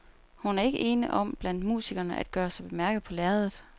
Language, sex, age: Danish, female, 29